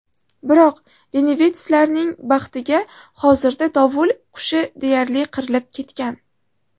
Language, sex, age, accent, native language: Uzbek, female, 18-24, Toshkent shahri, Uzbek